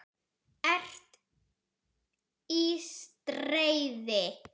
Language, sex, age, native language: Icelandic, female, 10, Icelandic